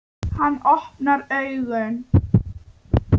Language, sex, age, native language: Icelandic, female, 9, Icelandic